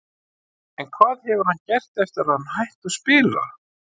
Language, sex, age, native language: Icelandic, male, 50-59, Icelandic